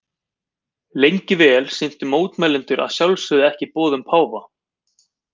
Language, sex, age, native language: Icelandic, male, 20-29, Icelandic